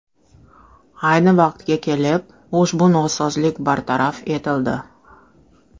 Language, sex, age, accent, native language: Uzbek, female, 35+, Toshkent shahri, Russian